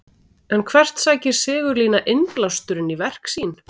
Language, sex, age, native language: Icelandic, female, 40-49, Icelandic